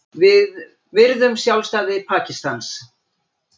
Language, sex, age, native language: Icelandic, female, 60-69, Icelandic